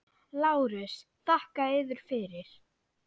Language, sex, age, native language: Icelandic, female, 9, Icelandic